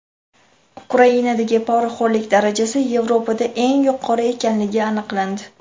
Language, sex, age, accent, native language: Uzbek, female, 18-24, Jizzax, Uzbek